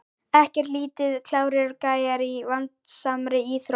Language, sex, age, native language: Icelandic, female, 11, Icelandic